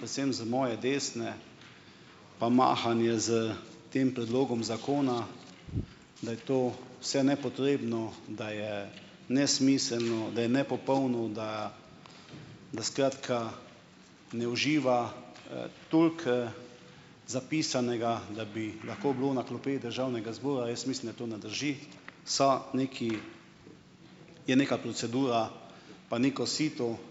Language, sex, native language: Slovenian, male, Slovenian